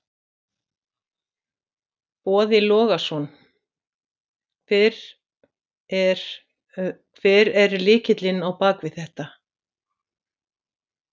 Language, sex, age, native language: Icelandic, female, 60-69, Icelandic